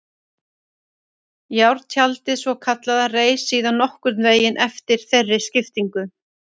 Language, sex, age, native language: Icelandic, female, 30-39, Icelandic